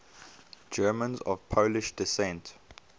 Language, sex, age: English, male, 22